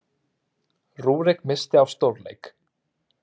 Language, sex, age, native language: Icelandic, male, 30-39, Icelandic